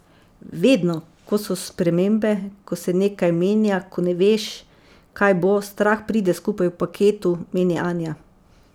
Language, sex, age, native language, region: Slovenian, female, 50-59, Slovenian, Savinja region